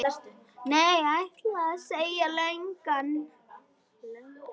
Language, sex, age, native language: Icelandic, female, 10, Icelandic